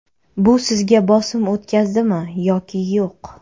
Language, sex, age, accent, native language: Uzbek, female, 25-34, Navoiy, Kazakh